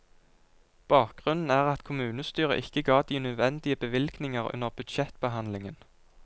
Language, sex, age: Norwegian, male, 22